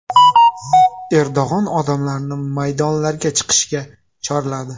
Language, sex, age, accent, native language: Uzbek, male, 19-29, Namangan, Uzbek